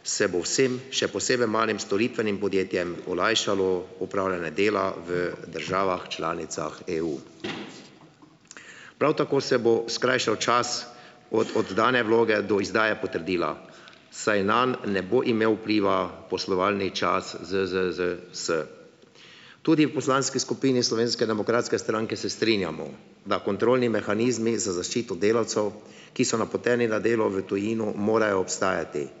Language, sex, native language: Slovenian, male, Slovenian